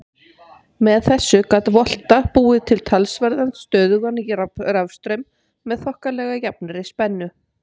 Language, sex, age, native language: Icelandic, female, 50-59, Icelandic